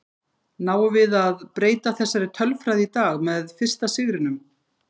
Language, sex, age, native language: Icelandic, female, 50-59, Icelandic